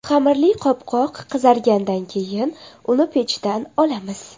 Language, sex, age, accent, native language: Uzbek, female, 12-17, Toshkent shahri, Uzbek